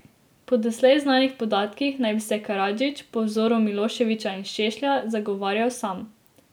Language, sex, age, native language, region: Slovenian, female, 18-29, Slovenian, Drava region